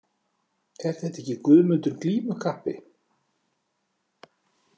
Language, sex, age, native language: Icelandic, male, 40-49, Icelandic